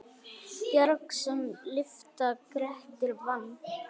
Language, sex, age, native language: Icelandic, male, 9, Icelandic